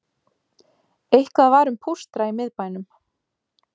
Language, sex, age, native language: Icelandic, female, 20-29, Icelandic